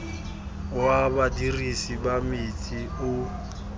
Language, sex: Tswana, male